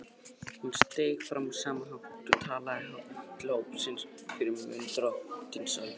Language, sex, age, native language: Icelandic, male, 20-29, Icelandic